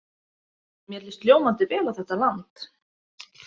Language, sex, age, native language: Icelandic, female, 30-39, Icelandic